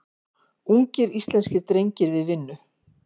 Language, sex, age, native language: Icelandic, female, 50-59, Icelandic